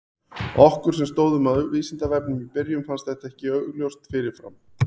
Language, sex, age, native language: Icelandic, male, 40-49, Icelandic